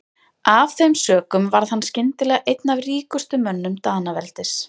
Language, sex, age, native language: Icelandic, female, 30-39, Icelandic